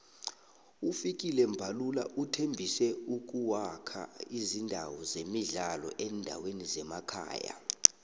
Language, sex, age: South Ndebele, male, 22